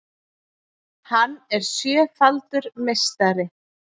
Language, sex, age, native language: Icelandic, female, 40-49, Icelandic